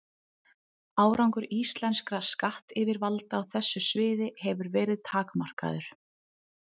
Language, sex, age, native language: Icelandic, female, 30-39, Icelandic